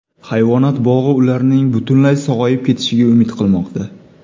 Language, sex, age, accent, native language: Uzbek, male, 25-34, Toshkent shahri, Uzbek